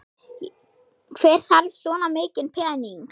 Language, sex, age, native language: Icelandic, male, 6, Icelandic